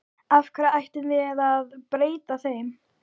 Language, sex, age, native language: Icelandic, female, 12, Icelandic